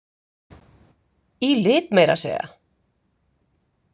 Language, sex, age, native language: Icelandic, female, 50-59, Icelandic